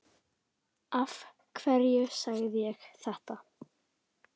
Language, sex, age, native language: Icelandic, female, 10, Icelandic